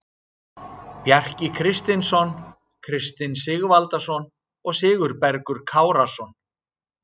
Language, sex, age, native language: Icelandic, male, 60-69, Icelandic